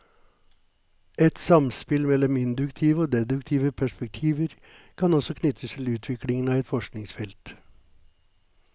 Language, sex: Norwegian, male